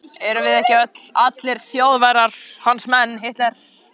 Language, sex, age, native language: Icelandic, male, 14, Icelandic